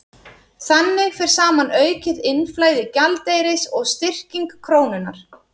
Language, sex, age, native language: Icelandic, female, 30-39, Icelandic